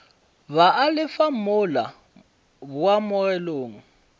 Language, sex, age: Northern Sotho, male, 26